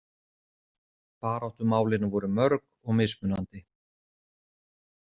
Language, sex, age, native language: Icelandic, male, 40-49, Icelandic